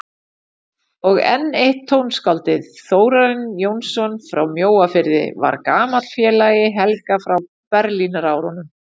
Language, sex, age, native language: Icelandic, female, 40-49, Icelandic